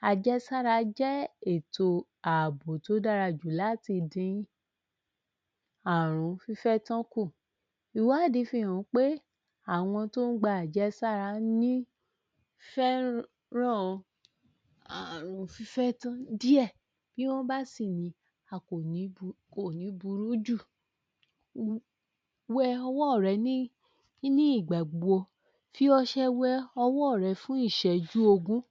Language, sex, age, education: Yoruba, female, 30-45, tertiary